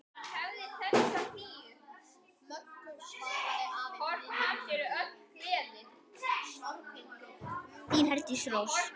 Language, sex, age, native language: Icelandic, male, 10, Icelandic